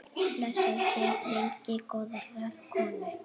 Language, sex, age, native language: Icelandic, female, 8, Icelandic